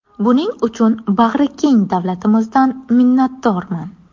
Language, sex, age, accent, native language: Uzbek, female, 18-24, Navoiy, Uzbek